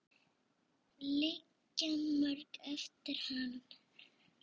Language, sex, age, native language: Icelandic, female, 6, Icelandic